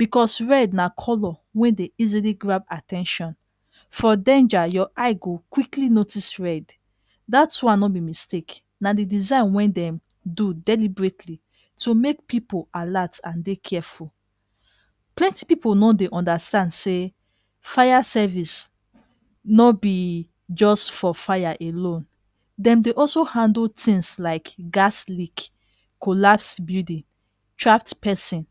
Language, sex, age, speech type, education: Nigerian Pidgin, female, 30-45, spontaneous, tertiary